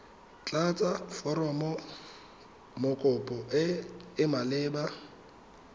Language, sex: Tswana, male